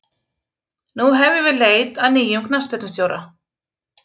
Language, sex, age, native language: Icelandic, female, 30-39, Icelandic